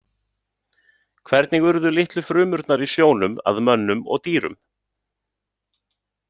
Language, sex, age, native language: Icelandic, male, 30-39, Icelandic